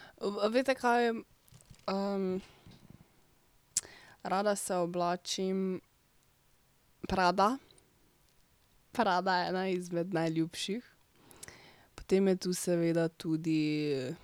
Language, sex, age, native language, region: Slovenian, female, 12-17, Slovenian, Drava region